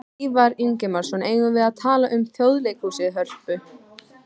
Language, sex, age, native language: Icelandic, female, 15, Icelandic